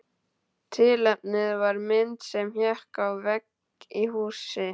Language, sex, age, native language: Icelandic, male, 12, Icelandic